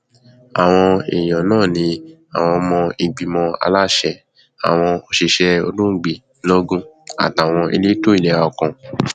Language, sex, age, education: Yoruba, male, 15-29, tertiary